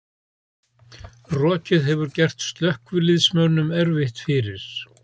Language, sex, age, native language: Icelandic, male, 70-79, Icelandic